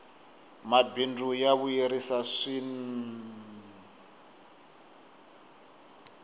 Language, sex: Tsonga, male